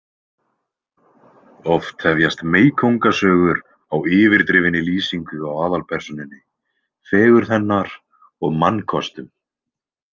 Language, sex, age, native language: Icelandic, male, 20-29, Icelandic